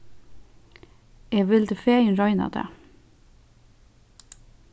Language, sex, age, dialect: Faroese, female, 15-35, Suðurstreymoy